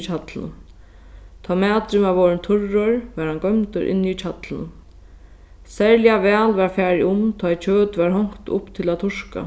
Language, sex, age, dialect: Faroese, female, 15-35, Sandoy